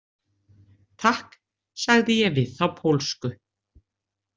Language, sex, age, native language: Icelandic, female, 60-69, Icelandic